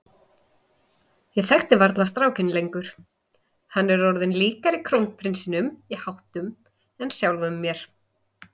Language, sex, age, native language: Icelandic, female, 30-39, Icelandic